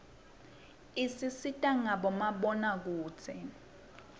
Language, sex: Swati, female